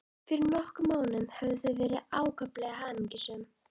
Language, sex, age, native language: Icelandic, female, 11, Icelandic